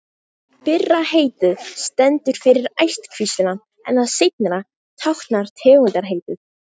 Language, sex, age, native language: Icelandic, female, 18-19, Icelandic